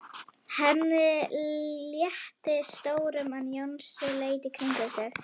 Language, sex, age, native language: Icelandic, female, 11, Icelandic